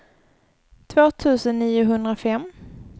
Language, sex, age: Swedish, female, 24